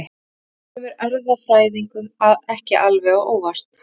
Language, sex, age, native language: Icelandic, female, 30-39, Icelandic